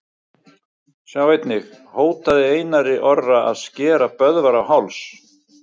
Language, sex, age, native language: Icelandic, male, 60-69, Icelandic